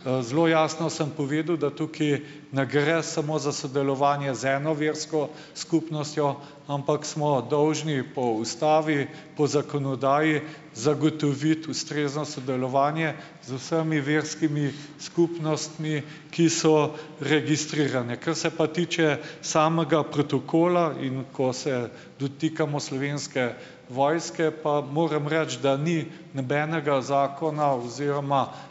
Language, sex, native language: Slovenian, male, Slovenian